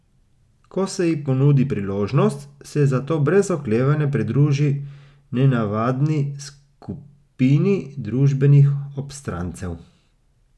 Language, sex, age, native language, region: Slovenian, male, 30-49, Slovenian, Gorica region